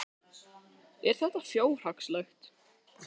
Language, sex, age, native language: Icelandic, male, 13, Icelandic